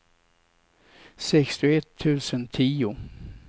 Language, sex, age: Swedish, male, 67